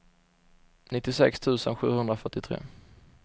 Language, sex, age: Swedish, male, 21